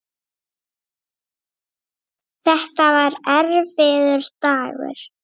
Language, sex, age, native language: Icelandic, female, 8, Icelandic